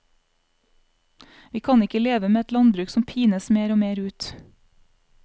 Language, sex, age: Norwegian, female, 35